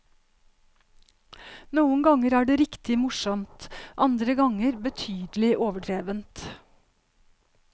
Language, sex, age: Norwegian, female, 52